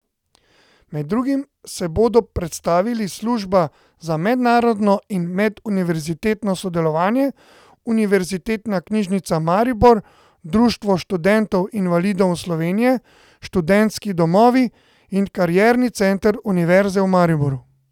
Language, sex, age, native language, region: Slovenian, male, 30-49, Slovenian, Central Slovenia